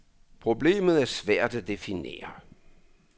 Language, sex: Danish, male